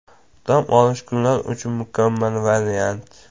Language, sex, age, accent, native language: Uzbek, male, 18-24, Jizzax, Uzbek